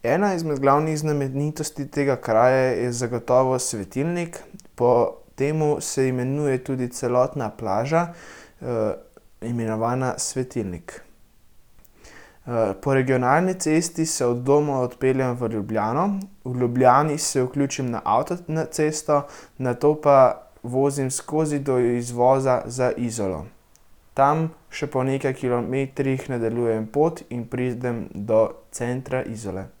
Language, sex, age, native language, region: Slovenian, male, 18-29, Slovenian, Central Slovenia